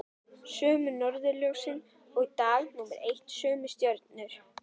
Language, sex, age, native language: Icelandic, female, 11, Icelandic